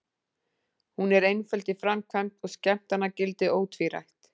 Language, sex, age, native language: Icelandic, female, 40-49, Icelandic